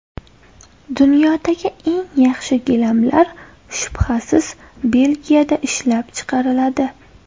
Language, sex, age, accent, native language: Uzbek, female, 18-24, Toshkent shahri, Uzbek